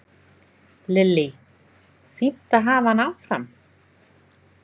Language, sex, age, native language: Icelandic, female, 20-29, Icelandic